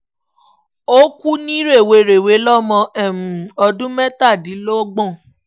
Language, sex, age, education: Yoruba, female, 15-29, tertiary